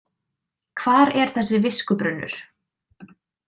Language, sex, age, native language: Icelandic, female, 20-29, Icelandic